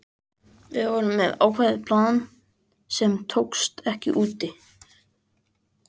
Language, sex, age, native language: Icelandic, male, 20-29, Icelandic